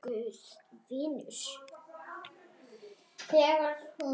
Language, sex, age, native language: Icelandic, female, 9, Icelandic